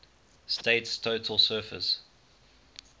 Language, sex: English, male